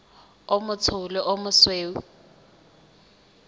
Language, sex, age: Southern Sotho, female, 20